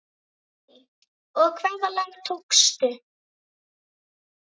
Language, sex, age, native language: Icelandic, female, 10, Icelandic